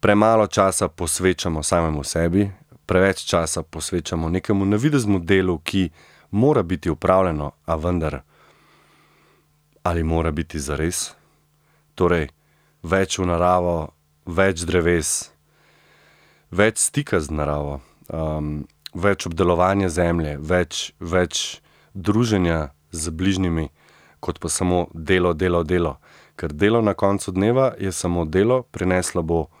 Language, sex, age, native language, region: Slovenian, male, 30-49, Slovenian, Central Slovenia